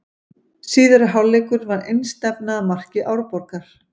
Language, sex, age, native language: Icelandic, female, 50-59, Icelandic